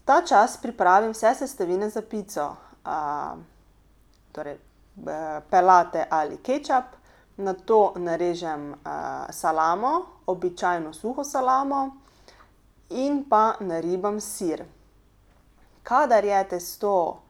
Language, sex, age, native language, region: Slovenian, female, 30-49, Slovenian, Pomurje region